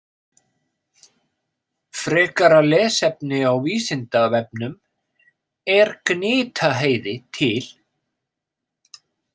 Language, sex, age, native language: Icelandic, male, 50-59, Icelandic